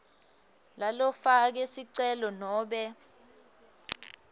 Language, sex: Swati, female